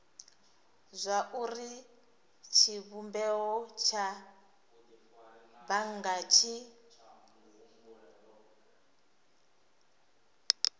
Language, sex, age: Venda, female, 26